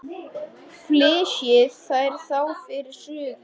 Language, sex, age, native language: Icelandic, male, 10, Icelandic